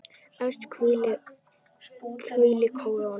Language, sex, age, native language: Icelandic, male, 10, Icelandic